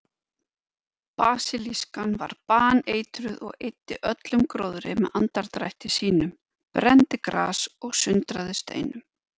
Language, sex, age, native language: Icelandic, female, 50-59, Icelandic